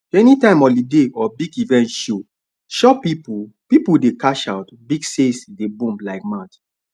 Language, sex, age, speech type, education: Nigerian Pidgin, male, 15-29, spontaneous, tertiary